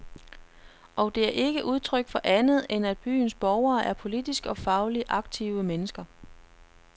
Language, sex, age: Danish, female, 33